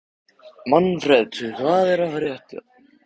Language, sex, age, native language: Icelandic, male, 14, Icelandic